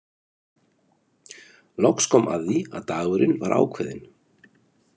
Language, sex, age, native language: Icelandic, male, 30-39, Icelandic